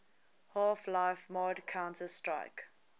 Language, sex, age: English, female, 20